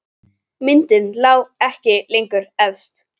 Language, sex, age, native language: Icelandic, female, 10, Icelandic